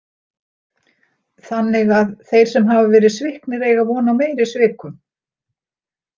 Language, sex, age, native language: Icelandic, female, 60-69, Icelandic